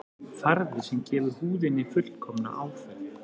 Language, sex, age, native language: Icelandic, male, 40-49, Icelandic